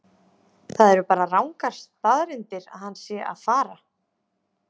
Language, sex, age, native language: Icelandic, female, 30-39, Icelandic